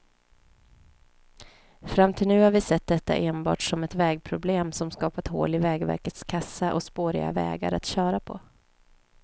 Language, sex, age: Swedish, female, 29